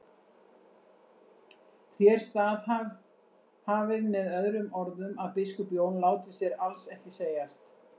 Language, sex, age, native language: Icelandic, female, 60-69, Icelandic